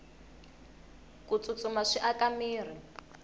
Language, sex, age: Tsonga, female, 21